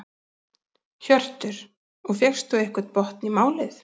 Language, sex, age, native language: Icelandic, female, 40-49, Icelandic